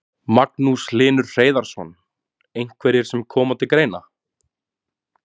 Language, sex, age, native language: Icelandic, male, 30-39, Icelandic